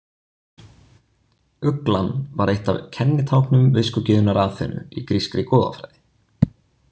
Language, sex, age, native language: Icelandic, male, 20-29, Icelandic